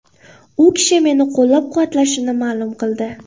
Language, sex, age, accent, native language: Uzbek, female, 18-24, Qoraqalpog'iston, Uzbek